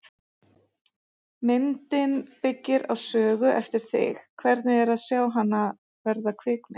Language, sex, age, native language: Icelandic, female, 40-49, Icelandic